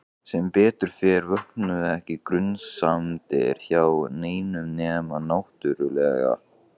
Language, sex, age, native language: Icelandic, male, 15, Icelandic